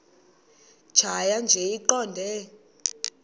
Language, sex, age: Xhosa, female, 22